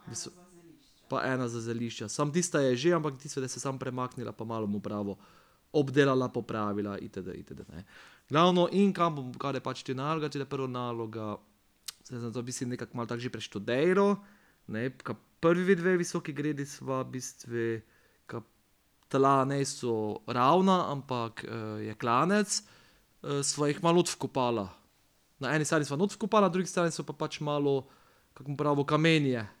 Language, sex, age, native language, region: Slovenian, male, 30-49, Slovenian, Pomurje region